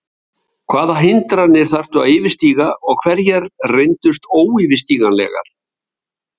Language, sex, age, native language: Icelandic, male, 70-79, Icelandic